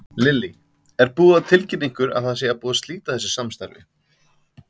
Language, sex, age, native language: Icelandic, male, 30-39, Icelandic